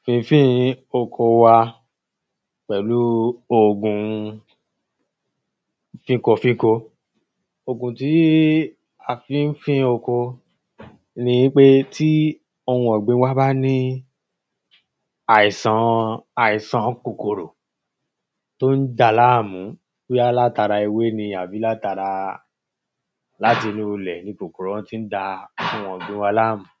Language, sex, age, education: Yoruba, male, 30-45, tertiary